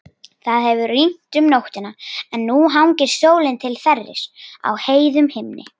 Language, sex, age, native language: Icelandic, female, 40-49, Icelandic